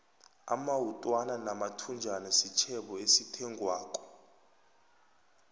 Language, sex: South Ndebele, male